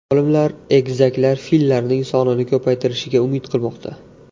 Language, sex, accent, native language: Uzbek, male, Andijon, Uzbek